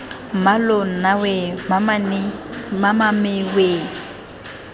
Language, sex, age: Tswana, female, 20